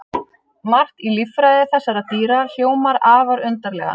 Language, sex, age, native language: Icelandic, female, 30-39, Icelandic